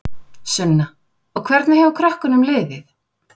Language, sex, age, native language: Icelandic, female, 40-49, Icelandic